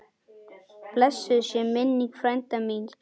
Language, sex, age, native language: Icelandic, male, 9, Icelandic